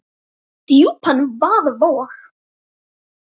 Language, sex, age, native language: Icelandic, female, 10, Icelandic